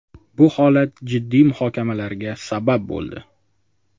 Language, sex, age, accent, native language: Uzbek, male, 25-34, Jizzax, Uzbek